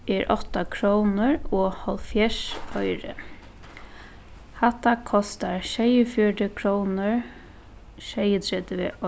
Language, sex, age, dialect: Faroese, female, 15-35, Suðuroy